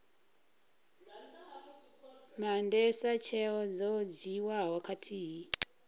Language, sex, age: Venda, female, 39